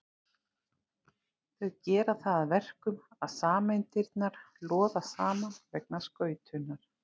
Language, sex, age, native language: Icelandic, female, 40-49, Icelandic